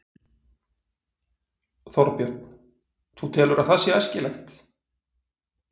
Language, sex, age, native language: Icelandic, male, 40-49, Icelandic